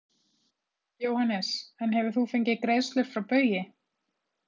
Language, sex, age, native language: Icelandic, female, 30-39, Icelandic